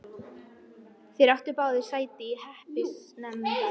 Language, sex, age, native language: Icelandic, female, 13, Icelandic